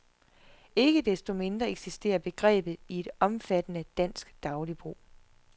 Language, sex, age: Danish, female, 41